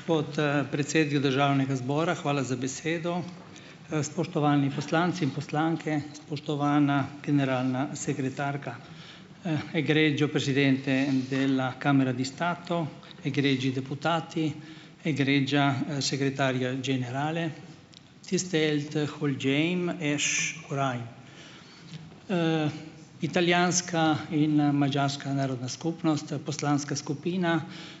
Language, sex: Slovenian, male